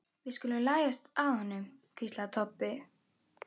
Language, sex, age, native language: Icelandic, female, 12, Icelandic